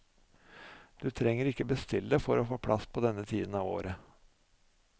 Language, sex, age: Norwegian, male, 45